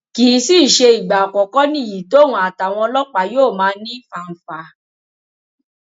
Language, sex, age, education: Yoruba, female, 15-29, tertiary